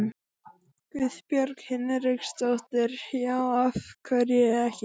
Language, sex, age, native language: Icelandic, male, 12, Icelandic